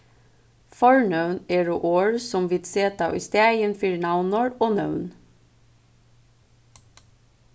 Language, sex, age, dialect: Faroese, female, 15-35, Suðurstreymoy